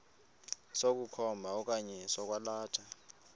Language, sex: Xhosa, male